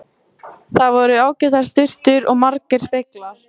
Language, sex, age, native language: Icelandic, female, 14, Icelandic